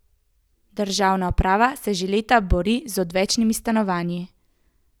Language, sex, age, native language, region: Slovenian, female, 18-29, Slovenian, Central Slovenia